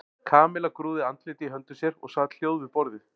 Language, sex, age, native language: Icelandic, male, 40-49, Icelandic